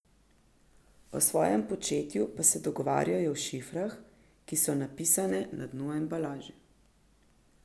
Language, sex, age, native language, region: Slovenian, female, 50-59, Slovenian, Central Slovenia